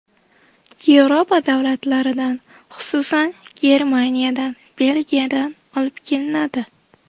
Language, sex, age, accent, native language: Uzbek, female, 18-24, Namangan, Uzbek